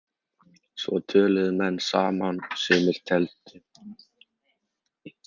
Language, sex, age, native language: Icelandic, male, 18-19, Icelandic